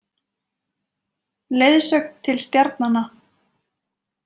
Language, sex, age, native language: Icelandic, female, 20-29, Icelandic